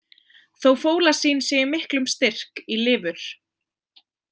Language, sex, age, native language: Icelandic, female, 20-29, Icelandic